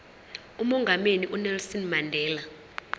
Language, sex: Zulu, female